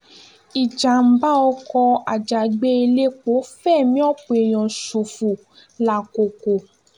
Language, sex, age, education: Yoruba, female, 15-29, tertiary